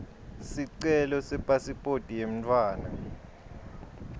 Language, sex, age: Swati, male, 22